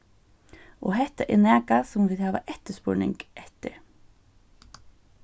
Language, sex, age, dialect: Faroese, female, 15-35, Suðurstreymoy